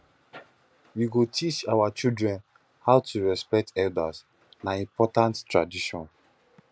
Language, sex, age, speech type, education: Nigerian Pidgin, male, 15-29, spontaneous, tertiary